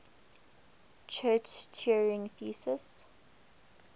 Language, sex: English, female